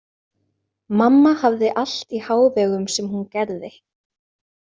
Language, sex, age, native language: Icelandic, female, 20-29, Icelandic